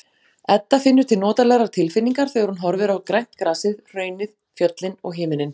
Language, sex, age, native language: Icelandic, female, 40-49, Icelandic